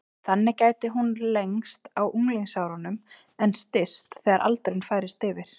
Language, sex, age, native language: Icelandic, female, 20-29, Icelandic